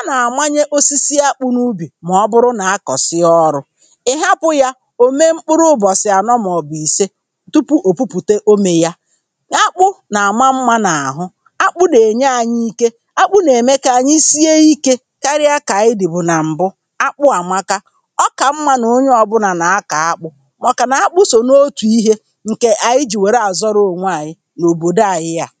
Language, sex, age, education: Igbo, female, 30-45, primary